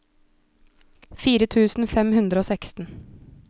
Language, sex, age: Norwegian, female, 29